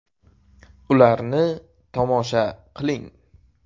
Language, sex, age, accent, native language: Uzbek, male, 18-24, Qashqadaryo, Uzbek